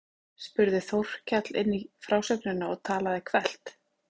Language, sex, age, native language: Icelandic, female, 30-39, Icelandic